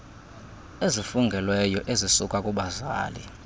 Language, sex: Xhosa, male